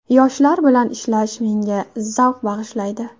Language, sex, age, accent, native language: Uzbek, female, 18-24, Qashqadaryo, Uzbek